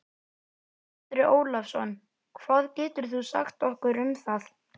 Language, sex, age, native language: Icelandic, male, 11, Icelandic